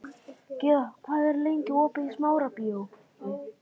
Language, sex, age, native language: Icelandic, male, 11, Icelandic